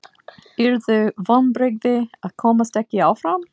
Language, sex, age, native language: Icelandic, female, 40-49, English